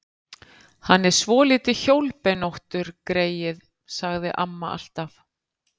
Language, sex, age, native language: Icelandic, female, 50-59, Icelandic